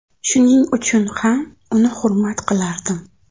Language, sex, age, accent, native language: Uzbek, female, 25-34, Toshkent viloyati, Uzbek